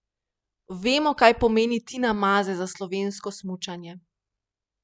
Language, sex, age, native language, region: Slovenian, female, 30-49, Slovenian, Primorsko-notranjska region